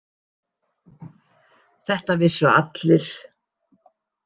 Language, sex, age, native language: Icelandic, female, 60-69, Icelandic